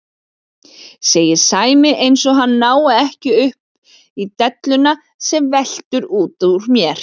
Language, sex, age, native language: Icelandic, female, 40-49, Icelandic